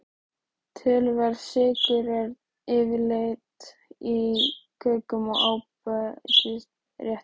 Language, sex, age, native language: Icelandic, female, 13, Icelandic